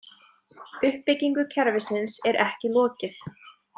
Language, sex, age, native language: Icelandic, female, 20-29, Icelandic